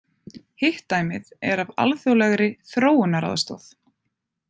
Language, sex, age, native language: Icelandic, female, 20-29, Icelandic